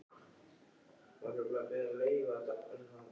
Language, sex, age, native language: Icelandic, male, 14, Icelandic